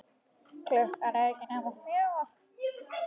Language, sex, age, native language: Icelandic, female, 10, Icelandic